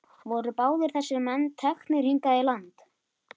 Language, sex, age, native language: Icelandic, male, 11, Icelandic